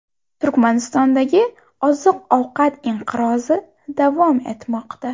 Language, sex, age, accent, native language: Uzbek, female, 18-24, Buxoro, Uzbek